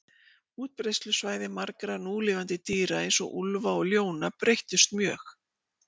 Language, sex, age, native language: Icelandic, female, 60-69, Icelandic